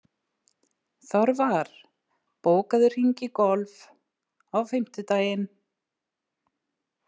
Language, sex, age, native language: Icelandic, female, 60-69, Icelandic